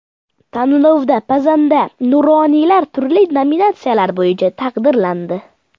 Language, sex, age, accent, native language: Uzbek, male, under 19, Farg'ona, Uzbek